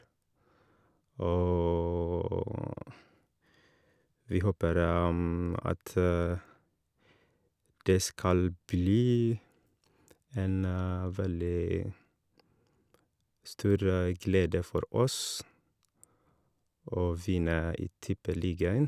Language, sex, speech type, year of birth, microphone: Norwegian, male, spontaneous, 1983, Shure